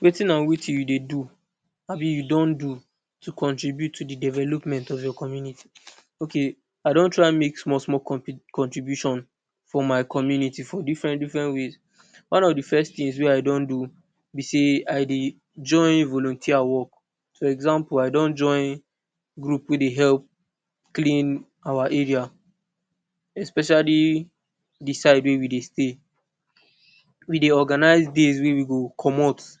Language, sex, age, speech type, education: Nigerian Pidgin, male, 15-29, spontaneous, tertiary